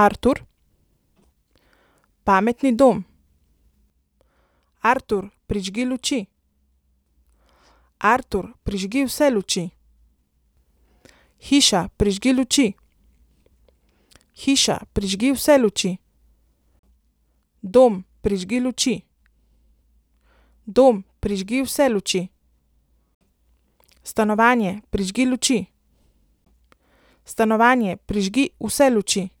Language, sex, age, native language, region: Slovenian, female, 30-49, Slovenian, Central Slovenia